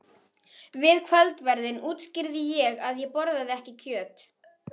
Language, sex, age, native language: Icelandic, female, 11, Icelandic